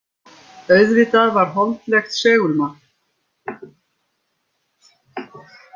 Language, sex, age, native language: Icelandic, female, 50-59, Icelandic